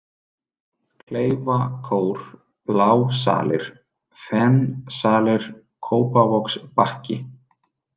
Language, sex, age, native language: Icelandic, male, 30-39, Icelandic